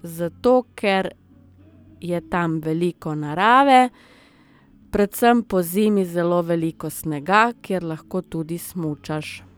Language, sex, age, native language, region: Slovenian, female, 30-49, Slovenian, Southeast Slovenia